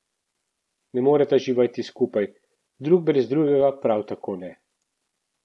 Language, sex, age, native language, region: Slovenian, male, 30-49, Slovenian, Central Slovenia